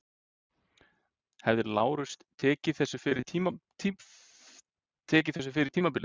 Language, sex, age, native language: Icelandic, male, 30-39, Icelandic